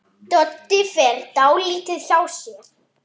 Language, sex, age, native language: Icelandic, female, 7, Icelandic